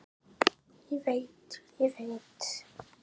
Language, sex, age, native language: Icelandic, female, 10, Icelandic